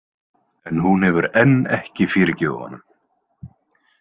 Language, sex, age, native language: Icelandic, male, 20-29, Icelandic